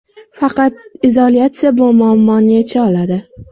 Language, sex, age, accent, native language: Uzbek, female, 25-34, Sirdaryo, Uzbek